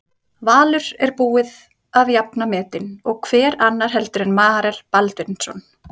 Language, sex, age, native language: Icelandic, female, 30-39, Icelandic